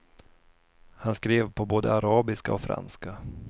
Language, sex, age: Swedish, male, 32